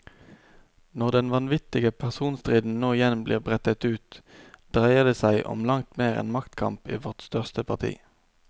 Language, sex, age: Norwegian, male, 29